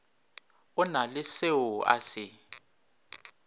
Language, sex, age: Northern Sotho, male, 26